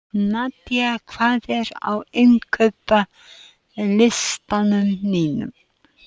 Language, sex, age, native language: Icelandic, female, 70-79, Icelandic